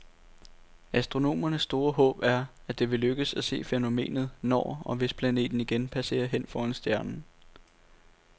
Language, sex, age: Danish, male, 18